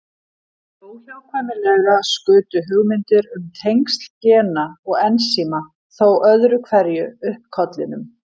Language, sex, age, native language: Icelandic, female, 50-59, Icelandic